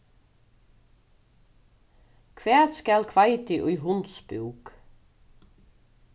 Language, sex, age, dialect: Faroese, female, 36-60, Suðurstreymoy